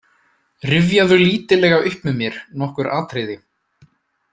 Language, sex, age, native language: Icelandic, male, 20-29, Icelandic